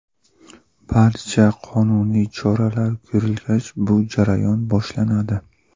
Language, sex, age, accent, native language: Uzbek, male, 25-34, Buxoro, Uzbek